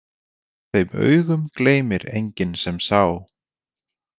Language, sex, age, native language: Icelandic, male, 20-29, Icelandic